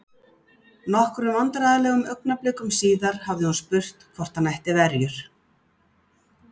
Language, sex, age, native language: Icelandic, female, 60-69, Icelandic